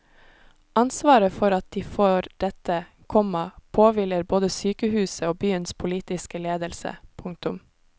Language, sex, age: Norwegian, female, 26